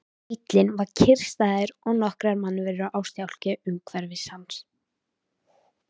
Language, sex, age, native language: Icelandic, female, 13, Icelandic